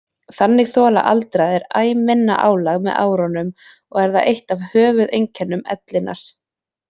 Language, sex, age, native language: Icelandic, female, 20-29, Icelandic